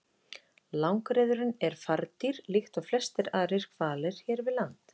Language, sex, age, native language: Icelandic, female, 30-39, Icelandic